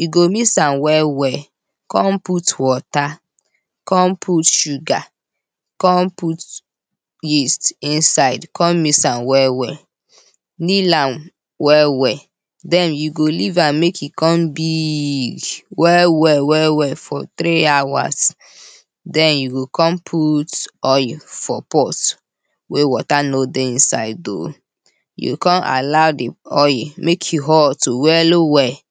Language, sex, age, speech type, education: Nigerian Pidgin, female, 15-29, spontaneous, tertiary